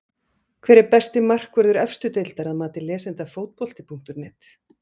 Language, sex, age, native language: Icelandic, female, 40-49, Icelandic